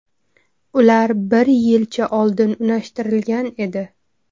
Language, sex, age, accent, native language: Uzbek, female, 25-34, Toshkent shahri, Uzbek